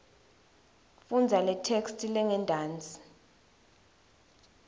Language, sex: Swati, female